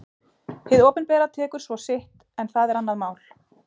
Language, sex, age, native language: Icelandic, female, 40-49, Icelandic